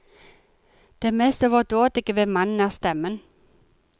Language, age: Norwegian, 40